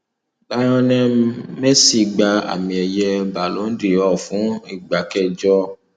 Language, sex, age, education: Yoruba, male, 30-45, secondary